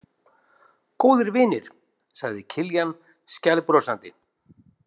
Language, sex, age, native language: Icelandic, male, 50-59, Icelandic